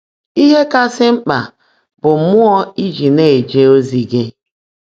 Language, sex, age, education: Igbo, female, 30-45, tertiary